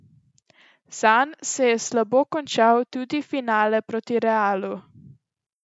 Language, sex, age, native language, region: Slovenian, female, 12-17, Slovenian, Central Slovenia